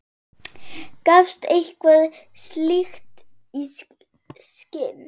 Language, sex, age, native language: Icelandic, female, 8, Icelandic